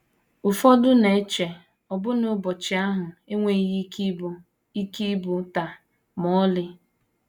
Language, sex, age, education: Igbo, female, 15-29, tertiary